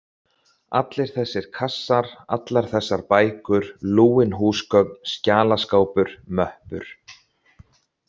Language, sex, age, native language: Icelandic, male, 30-39, Icelandic